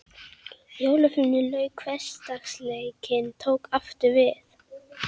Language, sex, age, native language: Icelandic, female, 11, Icelandic